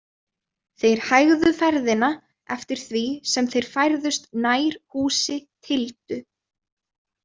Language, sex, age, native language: Icelandic, female, 20-29, Icelandic